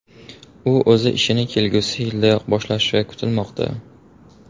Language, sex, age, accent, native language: Uzbek, male, 18-24, Farg'ona, Uzbek